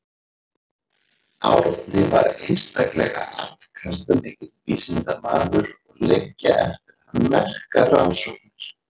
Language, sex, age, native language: Icelandic, male, 40-49, Icelandic